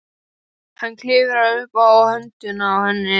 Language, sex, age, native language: Icelandic, female, 12, Icelandic